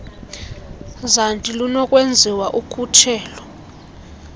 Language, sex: Xhosa, female